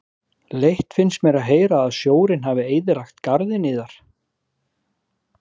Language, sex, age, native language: Icelandic, male, 40-49, Icelandic